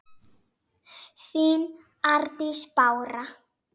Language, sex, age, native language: Icelandic, female, 6, Icelandic